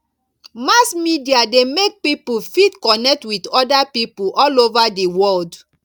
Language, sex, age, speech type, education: Nigerian Pidgin, female, 30-45, spontaneous, tertiary